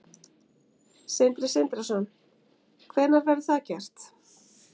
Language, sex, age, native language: Icelandic, female, 50-59, Icelandic